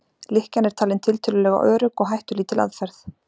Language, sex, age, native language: Icelandic, female, 40-49, Icelandic